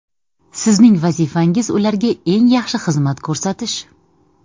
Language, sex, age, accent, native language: Uzbek, female, 30-39, Samarqand, Uzbek